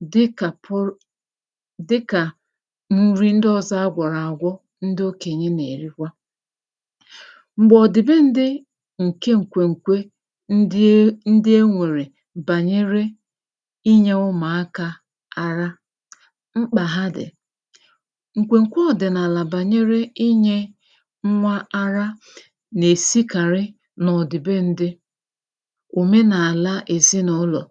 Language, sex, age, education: Igbo, female, 30-45, tertiary